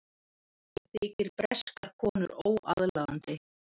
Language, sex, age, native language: Icelandic, female, 30-39, Icelandic